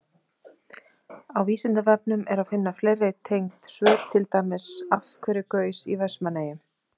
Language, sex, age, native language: Icelandic, female, 30-39, Icelandic